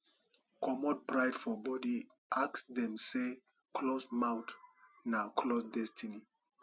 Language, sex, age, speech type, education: Nigerian Pidgin, male, 30-45, spontaneous, tertiary